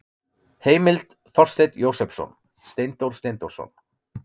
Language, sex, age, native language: Icelandic, male, 30-39, Icelandic